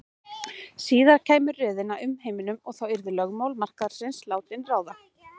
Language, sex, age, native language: Icelandic, female, 30-39, Icelandic